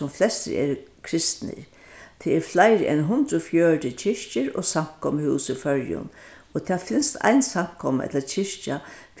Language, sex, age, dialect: Faroese, female, 61+, Vágar